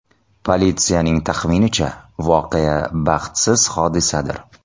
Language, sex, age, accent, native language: Uzbek, male, 30-39, Toshkent shahri, Uzbek